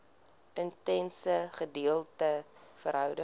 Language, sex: Afrikaans, female